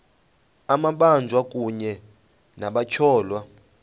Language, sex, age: Xhosa, male, 35